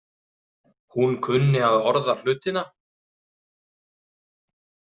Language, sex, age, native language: Icelandic, male, 30-39, Icelandic